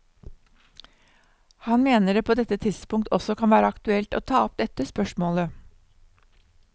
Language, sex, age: Norwegian, female, 59